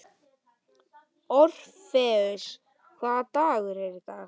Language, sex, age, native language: Icelandic, male, 11, Icelandic